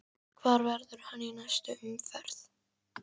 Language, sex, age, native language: Icelandic, female, 13, Icelandic